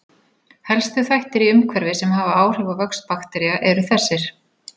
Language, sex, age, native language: Icelandic, female, 40-49, Icelandic